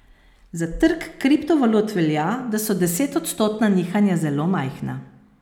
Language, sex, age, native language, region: Slovenian, female, 50-59, Slovenian, Posavska region